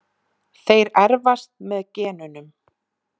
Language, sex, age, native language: Icelandic, female, 20-29, Icelandic